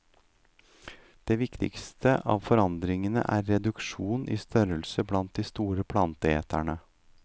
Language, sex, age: Norwegian, male, 38